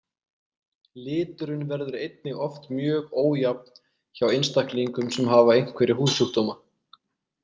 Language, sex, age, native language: Icelandic, male, 20-29, Icelandic